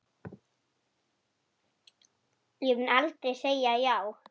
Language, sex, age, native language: Icelandic, female, 10, Icelandic